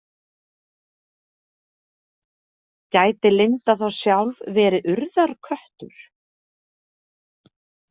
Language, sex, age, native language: Icelandic, female, 30-39, Icelandic